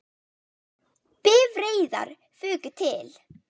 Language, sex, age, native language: Icelandic, female, 18-19, Icelandic